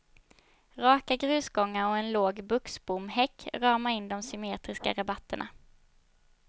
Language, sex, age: Swedish, female, 22